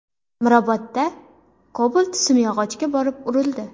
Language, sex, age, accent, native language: Uzbek, female, 18-24, Farg'ona, Uzbek